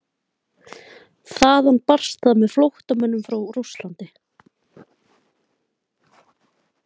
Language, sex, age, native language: Icelandic, female, 20-29, Icelandic